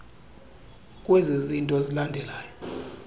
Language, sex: Xhosa, male